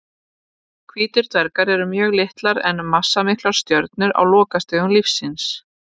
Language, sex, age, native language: Icelandic, female, 30-39, Icelandic